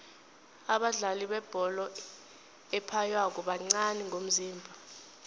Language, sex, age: South Ndebele, female, 21